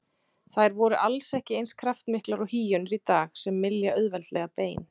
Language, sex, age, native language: Icelandic, female, 30-39, Icelandic